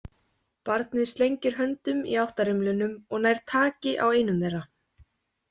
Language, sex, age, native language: Icelandic, female, 20-29, Icelandic